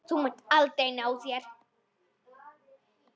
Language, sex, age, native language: Icelandic, female, 10, Icelandic